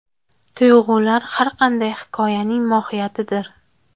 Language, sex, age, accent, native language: Uzbek, female, 19-29, Farg'ona, Uzbek